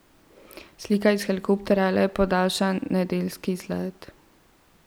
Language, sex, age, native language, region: Slovenian, female, 12-17, Slovenian, Central Slovenia